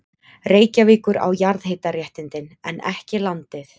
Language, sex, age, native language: Icelandic, female, 20-29, Icelandic